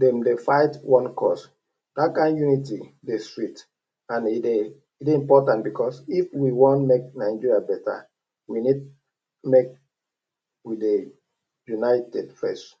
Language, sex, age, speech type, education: Nigerian Pidgin, male, 30-45, spontaneous, tertiary